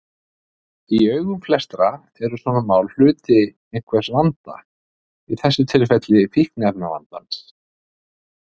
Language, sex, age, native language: Icelandic, male, 50-59, Icelandic